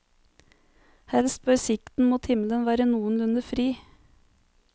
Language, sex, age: Norwegian, female, 30